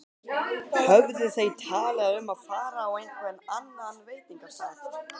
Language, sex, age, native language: Icelandic, male, 12, Icelandic